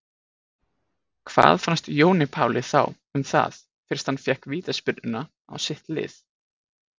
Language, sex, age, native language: Icelandic, male, 20-29, Icelandic